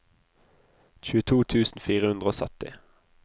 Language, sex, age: Norwegian, male, 20